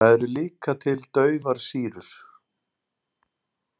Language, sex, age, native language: Icelandic, male, 40-49, Icelandic